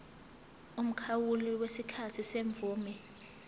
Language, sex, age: Zulu, female, 18